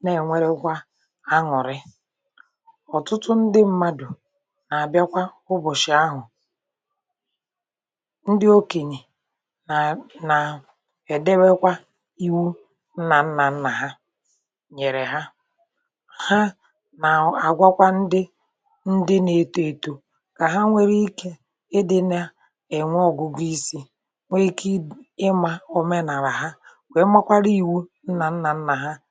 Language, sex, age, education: Igbo, male, 60+, tertiary